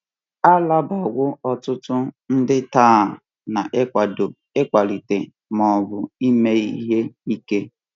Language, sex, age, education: Igbo, male, 15-29, tertiary